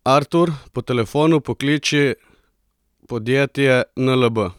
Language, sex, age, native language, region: Slovenian, male, 30-49, Slovenian, Coastal Karst region